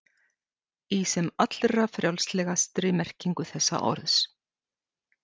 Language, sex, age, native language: Icelandic, female, 60-69, Icelandic